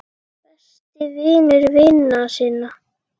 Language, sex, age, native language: Icelandic, female, 10, Icelandic